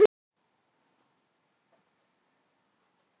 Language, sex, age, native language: Icelandic, female, 18-19, Thai